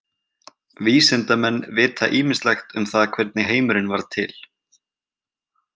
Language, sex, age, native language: Icelandic, male, 20-29, Icelandic